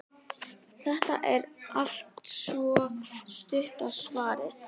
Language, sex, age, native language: Icelandic, male, 9, Icelandic